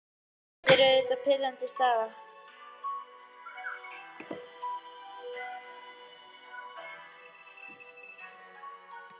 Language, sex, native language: Icelandic, male, Icelandic